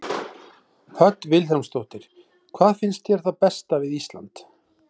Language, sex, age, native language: Icelandic, male, 40-49, Icelandic